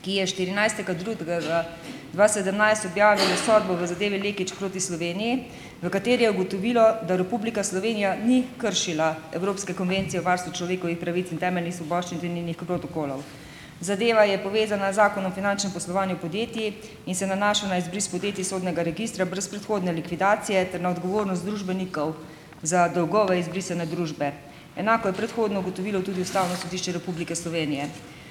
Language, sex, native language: Slovenian, female, Slovenian